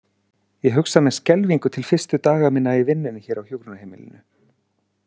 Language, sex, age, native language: Icelandic, male, 40-49, Icelandic